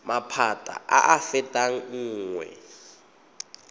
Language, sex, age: Tswana, male, 22